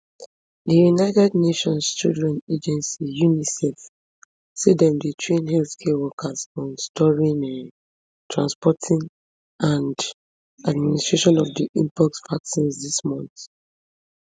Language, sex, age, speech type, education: Nigerian Pidgin, female, 15-29, spontaneous, tertiary